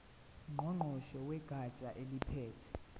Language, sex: Zulu, male